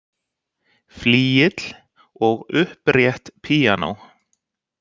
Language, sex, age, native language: Icelandic, male, 60-69, Icelandic